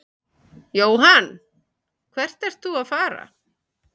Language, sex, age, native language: Icelandic, male, 11, Icelandic